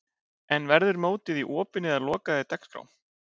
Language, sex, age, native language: Icelandic, male, 30-39, Icelandic